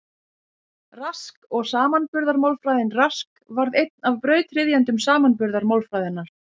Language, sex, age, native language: Icelandic, female, 50-59, Icelandic